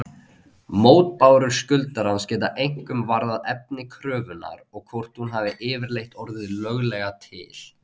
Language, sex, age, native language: Icelandic, male, 20-29, Icelandic